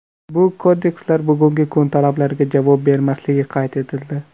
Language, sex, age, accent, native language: Uzbek, male, under 19, Namangan, Uzbek